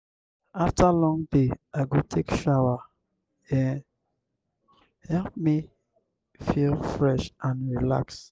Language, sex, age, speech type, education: Nigerian Pidgin, male, 60+, spontaneous, tertiary